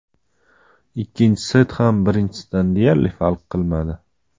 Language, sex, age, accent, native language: Uzbek, male, 25-34, Andijon, Uzbek